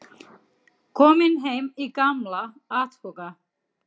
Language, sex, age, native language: Icelandic, female, 30-39, Icelandic